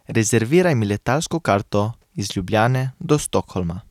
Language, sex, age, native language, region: Slovenian, male, 18-29, Slovenian, Carinthia region